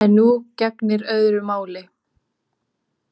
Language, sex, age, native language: Icelandic, female, 18-19, Icelandic